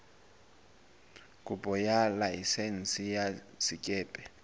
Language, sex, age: Southern Sotho, male, 19